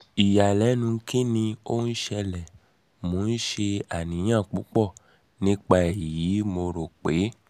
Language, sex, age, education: Yoruba, male, 30-45, tertiary